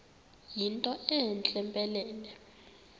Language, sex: Xhosa, female